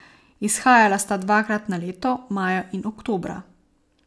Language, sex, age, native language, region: Slovenian, female, 18-29, Slovenian, Savinja region